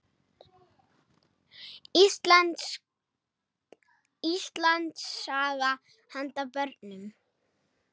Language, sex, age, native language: Icelandic, female, 18-19, Icelandic